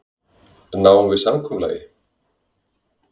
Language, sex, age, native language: Icelandic, male, 20-29, Icelandic